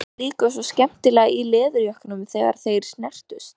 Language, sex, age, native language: Icelandic, female, 14, Icelandic